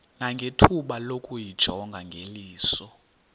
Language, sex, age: Xhosa, male, 30